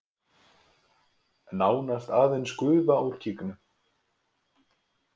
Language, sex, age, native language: Icelandic, male, 20-29, Icelandic